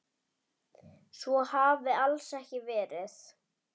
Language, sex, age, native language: Icelandic, female, 10, Icelandic